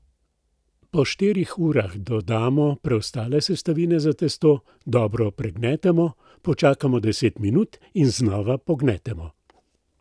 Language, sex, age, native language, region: Slovenian, male, 60+, Slovenian, Central Slovenia